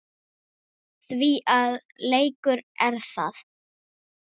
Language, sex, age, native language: Icelandic, male, 6, Icelandic